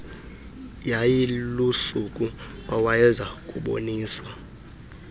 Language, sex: Xhosa, male